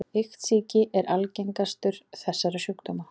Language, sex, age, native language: Icelandic, female, 40-49, Icelandic